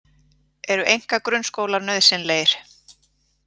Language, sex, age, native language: Icelandic, female, 40-49, Icelandic